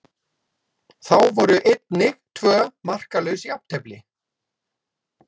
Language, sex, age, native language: Icelandic, male, 60-69, Icelandic